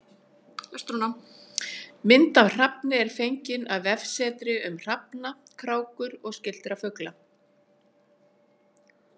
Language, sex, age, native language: Icelandic, female, 60-69, Icelandic